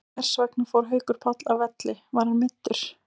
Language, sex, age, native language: Icelandic, female, 18-19, Icelandic